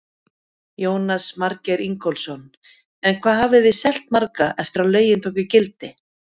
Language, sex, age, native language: Icelandic, female, 50-59, Icelandic